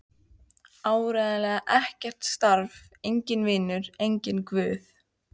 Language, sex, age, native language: Icelandic, female, 15, Icelandic